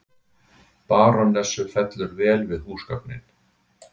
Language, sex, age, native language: Icelandic, male, 60-69, Icelandic